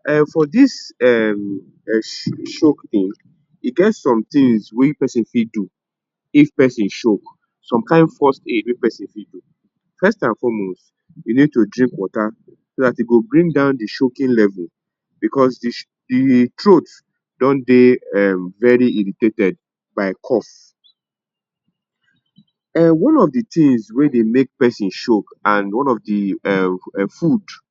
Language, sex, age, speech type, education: Nigerian Pidgin, male, 30-45, spontaneous, tertiary